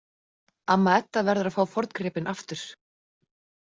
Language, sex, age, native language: Icelandic, female, 40-49, Icelandic